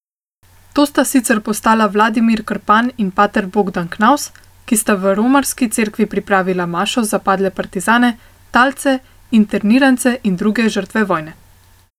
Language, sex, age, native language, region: Slovenian, female, 18-29, Slovenian, Central Slovenia